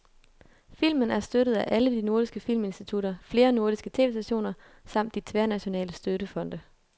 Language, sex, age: Danish, female, 22